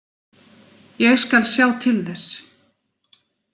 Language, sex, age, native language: Icelandic, female, 40-49, Icelandic